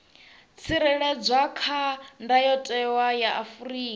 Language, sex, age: Venda, female, 27